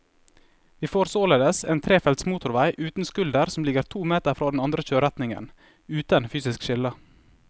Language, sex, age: Norwegian, male, 21